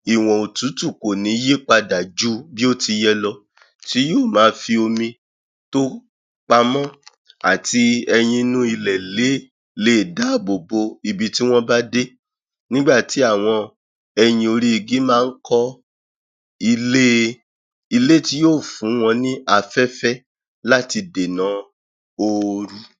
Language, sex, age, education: Yoruba, male, 30-45, tertiary